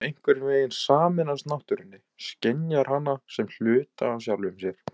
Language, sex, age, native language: Icelandic, male, 20-29, Icelandic